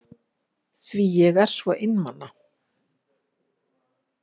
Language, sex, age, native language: Icelandic, female, 50-59, Icelandic